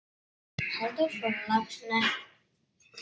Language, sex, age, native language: Icelandic, male, 6, Icelandic